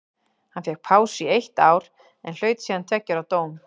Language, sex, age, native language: Icelandic, female, 40-49, Icelandic